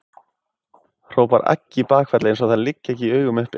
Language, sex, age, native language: Icelandic, male, 20-29, Icelandic